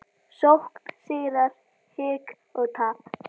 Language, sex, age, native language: Icelandic, female, 10, Icelandic